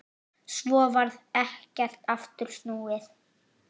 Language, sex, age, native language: Icelandic, male, 8, Icelandic